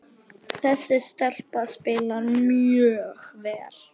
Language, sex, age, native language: Icelandic, male, 9, Icelandic